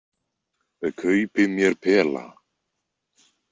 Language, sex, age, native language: Icelandic, male, 20-29, Icelandic